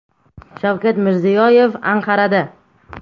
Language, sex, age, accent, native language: Uzbek, male, 25-34, Samarqand, Uzbek